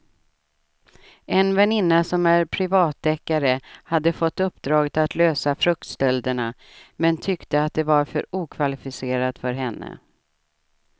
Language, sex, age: Swedish, female, 67